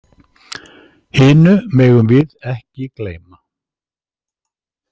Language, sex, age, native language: Icelandic, male, 50-59, Icelandic